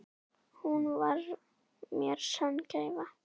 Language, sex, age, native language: Icelandic, female, 9, Icelandic